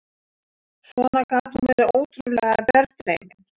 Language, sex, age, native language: Icelandic, female, 60-69, Icelandic